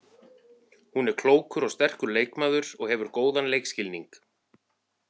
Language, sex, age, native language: Icelandic, male, 40-49, Icelandic